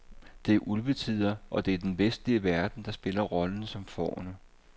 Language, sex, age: Danish, male, 58